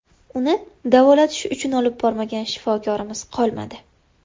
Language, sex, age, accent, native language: Uzbek, female, 18-24, Farg'ona, Uzbek